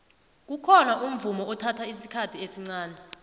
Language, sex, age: South Ndebele, female, 29